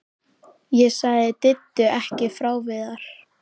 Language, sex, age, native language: Icelandic, female, 13, Icelandic